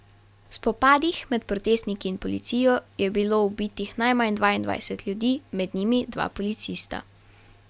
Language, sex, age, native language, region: Slovenian, female, 12-17, Slovenian, Carinthia region